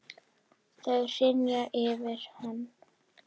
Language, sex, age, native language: Icelandic, female, 10, Icelandic